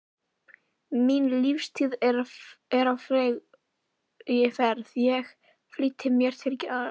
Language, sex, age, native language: Icelandic, female, 11, Icelandic